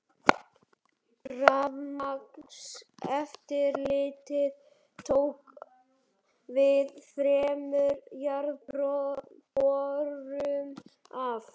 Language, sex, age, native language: Icelandic, male, 11, Icelandic